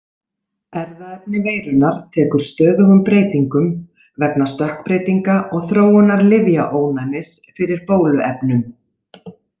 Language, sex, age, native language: Icelandic, female, 40-49, Icelandic